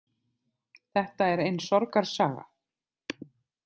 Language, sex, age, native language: Icelandic, other, 50-59, Icelandic